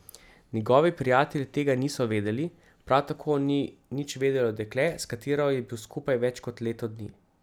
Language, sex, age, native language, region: Slovenian, male, 30-49, Slovenian, Central Slovenia